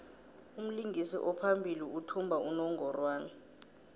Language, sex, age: South Ndebele, female, 23